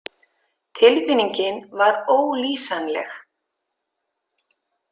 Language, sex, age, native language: Icelandic, female, 50-59, Icelandic